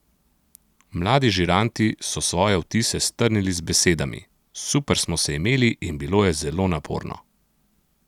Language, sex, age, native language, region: Slovenian, male, 30-49, Slovenian, Central Slovenia